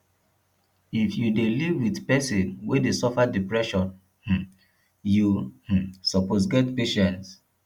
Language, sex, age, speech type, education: Nigerian Pidgin, male, 30-45, spontaneous, tertiary